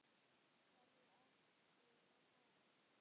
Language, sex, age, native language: Icelandic, male, 9, Icelandic